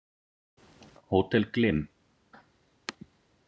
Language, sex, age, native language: Icelandic, male, 40-49, Icelandic